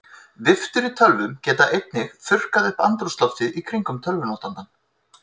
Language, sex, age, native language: Icelandic, male, 30-39, Icelandic